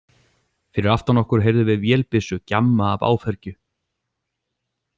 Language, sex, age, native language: Icelandic, male, 40-49, Icelandic